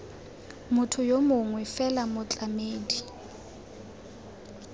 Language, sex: Tswana, female